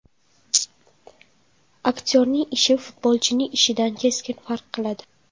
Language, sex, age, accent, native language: Uzbek, female, 12-17, Toshkent shahri, Uzbek